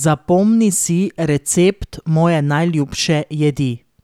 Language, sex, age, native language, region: Slovenian, female, 30-49, Slovenian, Drava region